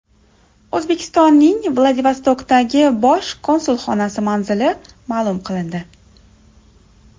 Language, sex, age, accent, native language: Uzbek, female, 30-39, Samarqand, Uzbek